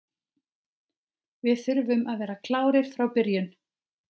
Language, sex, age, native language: Icelandic, female, 30-39, Icelandic